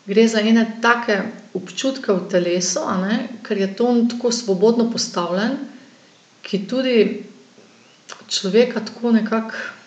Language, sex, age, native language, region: Slovenian, female, 50-59, Slovenian, Gorenjska region